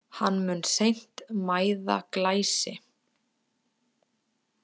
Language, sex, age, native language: Icelandic, female, 20-29, Icelandic